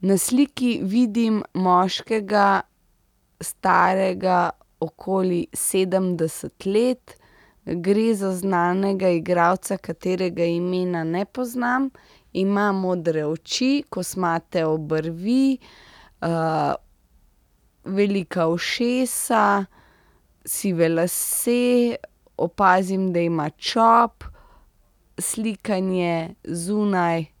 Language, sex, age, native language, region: Slovenian, female, 30-49, Slovenian, Central Slovenia